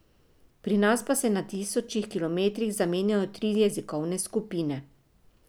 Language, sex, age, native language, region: Slovenian, female, 50-59, Slovenian, Drava region